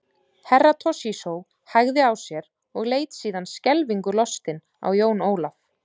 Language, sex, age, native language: Icelandic, female, 30-39, Icelandic